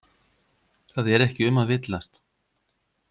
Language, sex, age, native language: Icelandic, male, 50-59, Icelandic